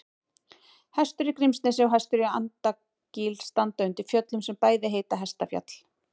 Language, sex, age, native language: Icelandic, female, 18-19, Icelandic